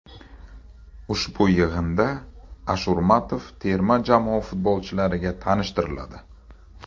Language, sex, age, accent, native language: Uzbek, male, 35+, Toshkent shahri, Uzbek